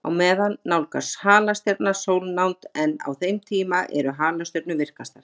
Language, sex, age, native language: Icelandic, female, 40-49, Icelandic